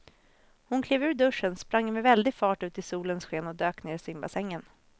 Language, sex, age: Swedish, female, 26